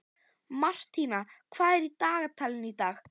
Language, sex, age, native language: Icelandic, female, 11, Icelandic